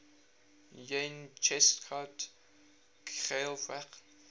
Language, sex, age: English, male, 19